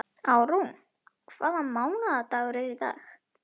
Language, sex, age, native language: Icelandic, male, 11, Icelandic